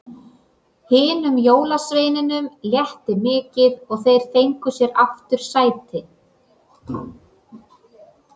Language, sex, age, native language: Icelandic, female, 30-39, Icelandic